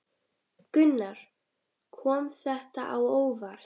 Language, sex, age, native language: Icelandic, female, 10, Icelandic